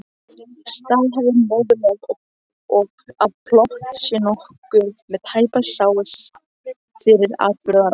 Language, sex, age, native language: Icelandic, other, 18-19, Icelandic